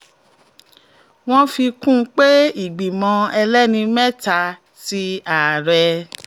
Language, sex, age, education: Yoruba, female, 46-60, tertiary